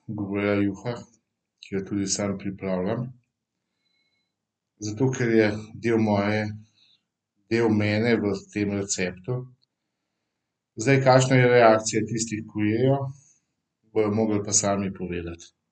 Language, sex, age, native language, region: Slovenian, male, 50-59, Slovenian, Central Slovenia